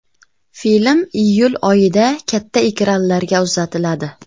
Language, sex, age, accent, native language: Uzbek, female, 25-34, Farg'ona, Uzbek